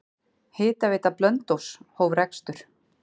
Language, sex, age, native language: Icelandic, female, 40-49, Icelandic